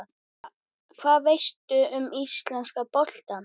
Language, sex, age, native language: Icelandic, male, 10, Icelandic